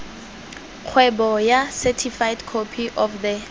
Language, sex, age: Tswana, female, 18